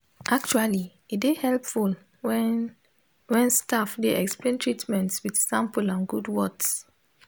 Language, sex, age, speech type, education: Nigerian Pidgin, female, 15-29, spontaneous, tertiary